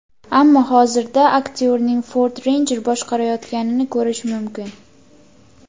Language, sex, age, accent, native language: Uzbek, female, 19-29, Andijon, Uzbek